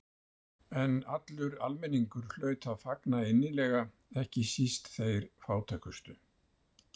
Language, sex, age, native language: Icelandic, male, 70-79, Icelandic